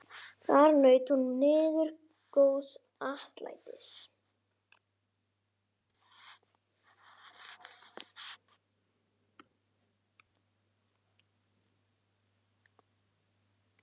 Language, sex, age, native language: Icelandic, male, 12, Icelandic